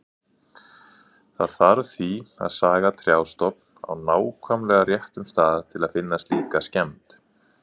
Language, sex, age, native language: Icelandic, male, 40-49, Icelandic